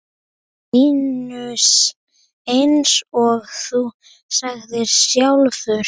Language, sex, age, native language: Icelandic, male, 10, Icelandic